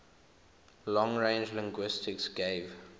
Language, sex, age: English, male, 21